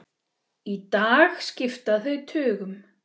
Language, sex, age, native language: Icelandic, male, 6, Icelandic